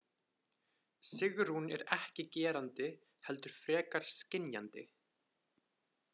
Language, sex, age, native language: Icelandic, male, 20-29, Icelandic